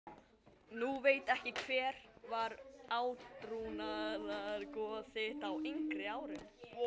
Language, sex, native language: Icelandic, other, Chinese